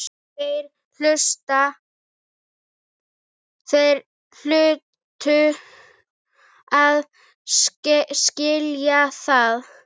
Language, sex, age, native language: Icelandic, female, 8, Icelandic